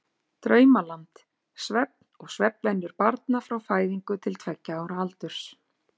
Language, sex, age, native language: Icelandic, female, 40-49, Icelandic